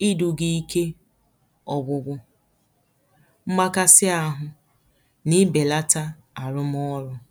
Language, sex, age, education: Igbo, female, 15-29, tertiary